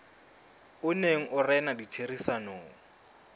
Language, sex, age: Southern Sotho, male, 20